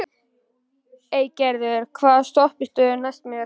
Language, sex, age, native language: Icelandic, male, 11, Icelandic